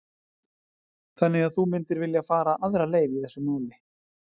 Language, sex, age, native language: Icelandic, male, 40-49, Icelandic